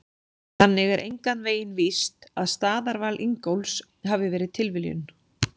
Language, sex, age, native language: Icelandic, female, 40-49, Icelandic